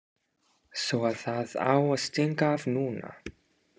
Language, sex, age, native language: Icelandic, male, 30-39, English